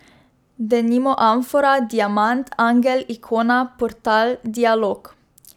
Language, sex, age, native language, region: Slovenian, female, 12-17, Slovenian, Drava region